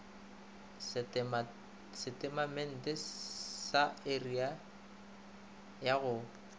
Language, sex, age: Northern Sotho, male, 25